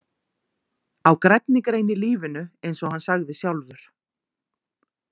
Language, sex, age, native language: Icelandic, female, 40-49, Icelandic